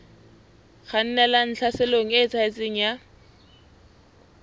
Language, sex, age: Southern Sotho, female, 20